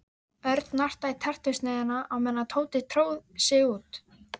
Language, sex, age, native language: Icelandic, female, 13, Icelandic